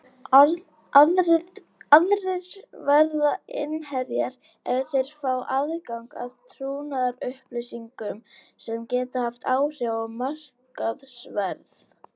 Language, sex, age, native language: Icelandic, female, 18-19, Icelandic